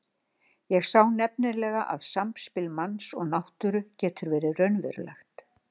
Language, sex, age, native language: Icelandic, female, 60-69, Icelandic